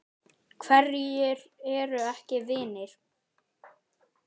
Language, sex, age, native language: Icelandic, male, 9, Icelandic